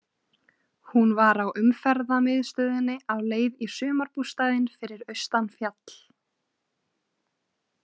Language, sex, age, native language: Icelandic, female, 20-29, Icelandic